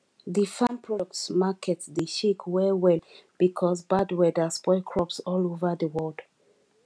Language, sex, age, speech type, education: Nigerian Pidgin, female, 15-29, spontaneous, tertiary